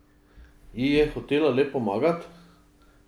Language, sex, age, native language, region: Slovenian, male, 50-59, Slovenian, Drava region